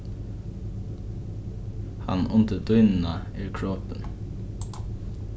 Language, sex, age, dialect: Faroese, male, 15-35, Norðuroyggjar